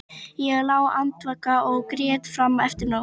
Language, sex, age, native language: Icelandic, female, 12, Icelandic